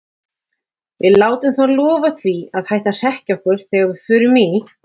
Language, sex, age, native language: Icelandic, female, 40-49, Icelandic